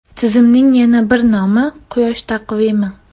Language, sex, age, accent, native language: Uzbek, female, 12-17, Namangan, Uzbek